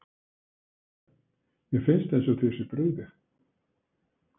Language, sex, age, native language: Icelandic, male, 60-69, Icelandic